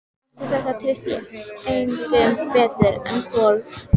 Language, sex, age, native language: Icelandic, female, 14, Icelandic